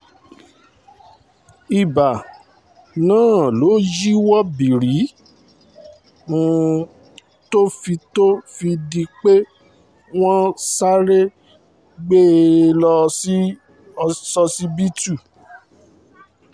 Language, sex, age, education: Yoruba, male, 30-45, tertiary